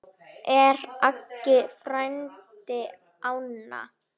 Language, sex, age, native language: Icelandic, female, 10, Icelandic